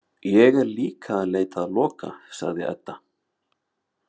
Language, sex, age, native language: Icelandic, male, 30-39, Icelandic